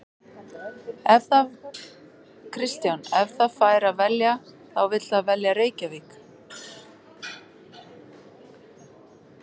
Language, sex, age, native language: Icelandic, female, 40-49, Icelandic